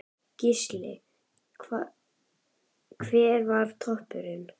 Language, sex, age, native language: Icelandic, female, 11, Icelandic